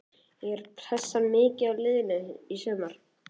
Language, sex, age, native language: Icelandic, male, 14, Icelandic